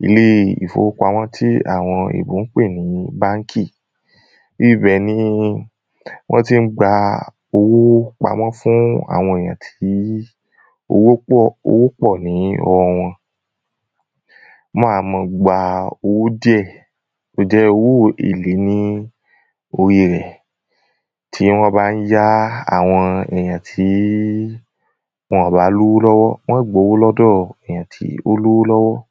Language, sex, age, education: Yoruba, male, 15-29, tertiary